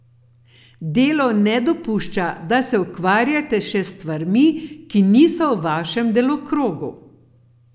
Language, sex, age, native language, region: Slovenian, female, 50-59, Slovenian, Gorenjska region